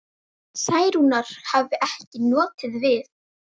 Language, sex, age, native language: Icelandic, female, 10, Icelandic